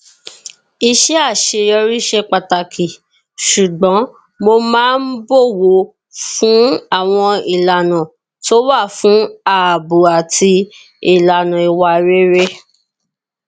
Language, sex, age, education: Yoruba, female, 30-45, tertiary